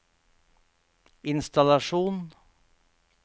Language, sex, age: Norwegian, male, 48